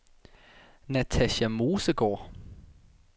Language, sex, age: Danish, male, 19